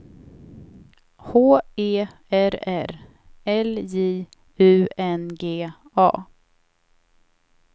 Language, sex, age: Swedish, female, 28